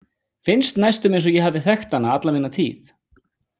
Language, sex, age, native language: Icelandic, female, 18-19, Icelandic